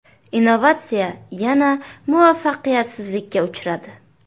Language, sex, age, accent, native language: Uzbek, female, 18-24, Buxoro, Uzbek